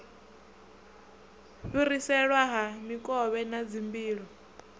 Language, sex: Venda, male